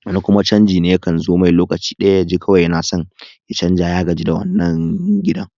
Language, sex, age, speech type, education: Hausa, male, 15-29, spontaneous, tertiary